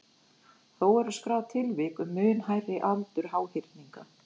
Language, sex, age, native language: Icelandic, female, 40-49, Icelandic